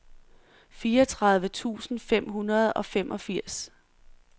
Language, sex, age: Danish, female, 46